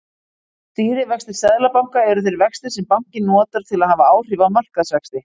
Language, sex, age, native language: Icelandic, female, 40-49, Icelandic